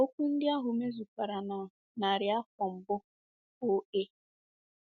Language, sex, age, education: Igbo, female, 15-29, secondary